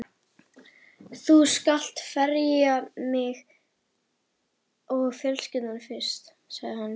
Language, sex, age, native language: Icelandic, female, 11, Icelandic